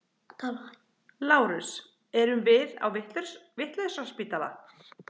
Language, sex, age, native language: Icelandic, other, 30-39, Icelandic